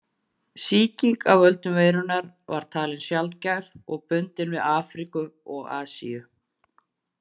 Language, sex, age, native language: Icelandic, female, 40-49, Icelandic